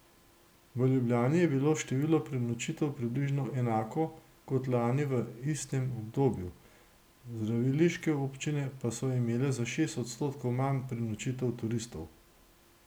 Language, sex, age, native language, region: Slovenian, male, 60+, Slovenian, Gorenjska region